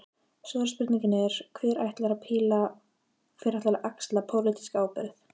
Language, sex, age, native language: Icelandic, female, 15, Icelandic